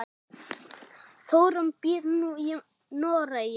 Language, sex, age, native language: Icelandic, female, 8, German